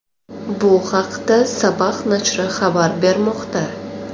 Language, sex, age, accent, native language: Uzbek, female, 25-34, Toshkent shahri, Uzbek